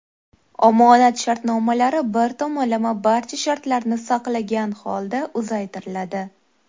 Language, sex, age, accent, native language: Uzbek, female, 19-29, Toshkent shahri, Uzbek